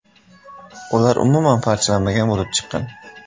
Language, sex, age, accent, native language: Uzbek, male, 18-24, Sirdaryo, Uzbek